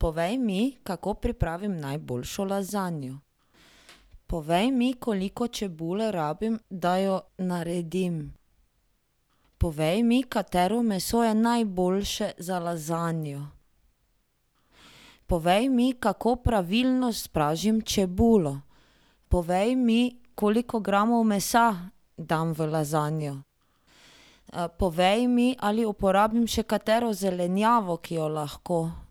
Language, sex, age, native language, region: Slovenian, female, 30-49, Slovenian, Drava region